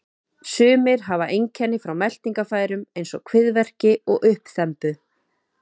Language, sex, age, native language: Icelandic, female, 30-39, Icelandic